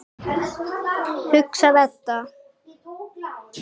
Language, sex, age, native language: Icelandic, female, 9, Icelandic